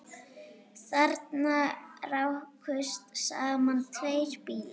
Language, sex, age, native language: Icelandic, female, 18-19, Icelandic